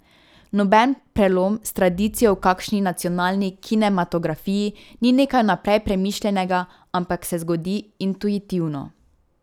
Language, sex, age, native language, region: Slovenian, female, 18-29, Slovenian, Drava region